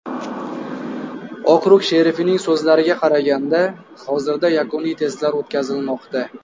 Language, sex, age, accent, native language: Uzbek, male, 19-29, Toshkent viloyati, Uzbek